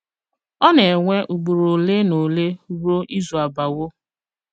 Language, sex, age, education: Igbo, female, 15-29, secondary